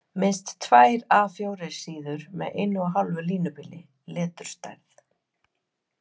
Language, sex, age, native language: Icelandic, female, 30-39, Icelandic